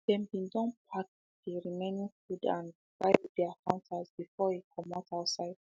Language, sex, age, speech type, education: Nigerian Pidgin, female, 15-29, spontaneous, secondary